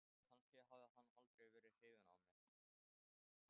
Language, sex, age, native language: Icelandic, male, 13, Thai